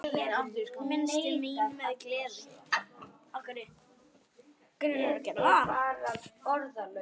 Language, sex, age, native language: Icelandic, male, 9, Icelandic